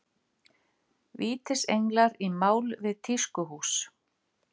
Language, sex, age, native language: Icelandic, female, 50-59, Icelandic